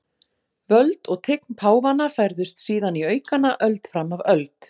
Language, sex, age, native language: Icelandic, female, 40-49, Icelandic